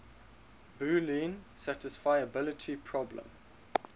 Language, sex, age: English, male, 21